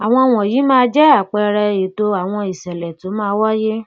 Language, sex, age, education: Yoruba, female, 15-29, tertiary